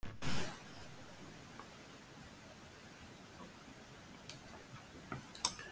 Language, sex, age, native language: Icelandic, female, 60-69, Icelandic